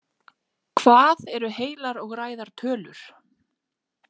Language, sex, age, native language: Icelandic, female, 40-49, Icelandic